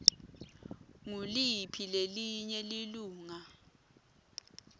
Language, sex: Swati, female